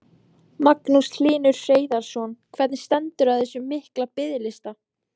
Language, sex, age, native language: Icelandic, female, 14, Icelandic